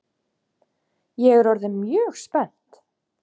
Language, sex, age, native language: Icelandic, male, 7, Icelandic